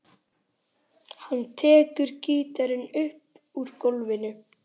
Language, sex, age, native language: Icelandic, male, 11, Icelandic